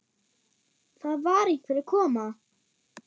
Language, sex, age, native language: Icelandic, female, 9, German